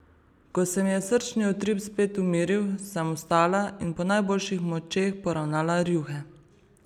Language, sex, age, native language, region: Slovenian, female, 30-49, Slovenian, Savinja region